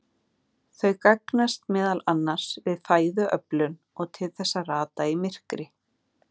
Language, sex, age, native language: Icelandic, female, 40-49, Icelandic